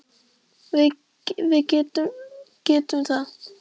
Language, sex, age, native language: Icelandic, female, 10, Icelandic